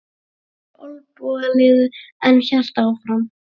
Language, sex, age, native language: Icelandic, male, 40-49, Icelandic